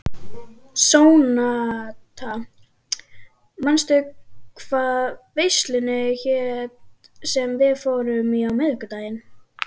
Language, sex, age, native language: Icelandic, female, 12, Icelandic